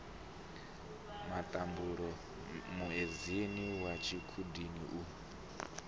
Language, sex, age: Venda, male, 26